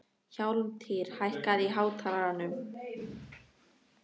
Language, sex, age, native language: Icelandic, female, 13, Icelandic